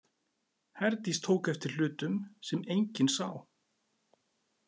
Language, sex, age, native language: Icelandic, male, 40-49, Icelandic